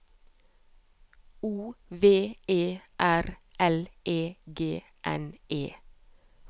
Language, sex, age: Norwegian, female, 30